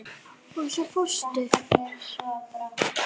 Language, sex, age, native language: Icelandic, female, 9, Icelandic